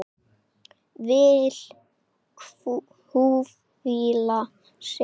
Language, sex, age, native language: Icelandic, male, 8, Icelandic